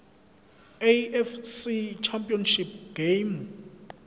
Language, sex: Zulu, male